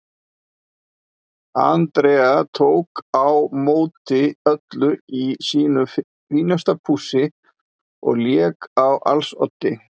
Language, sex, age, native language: Icelandic, male, 50-59, Icelandic